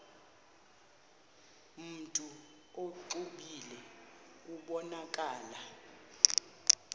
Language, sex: Xhosa, female